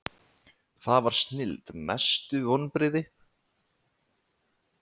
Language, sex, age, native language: Icelandic, male, 20-29, Icelandic